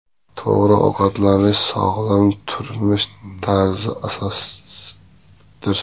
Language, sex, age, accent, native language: Uzbek, male, 25-34, Sirdaryo, Uzbek